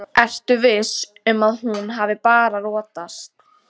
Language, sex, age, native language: Icelandic, female, 14, Icelandic